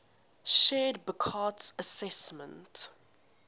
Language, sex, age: English, female, 19